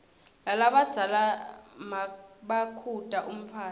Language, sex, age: Swati, female, 21